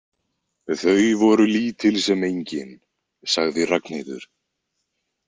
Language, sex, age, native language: Icelandic, male, 20-29, Icelandic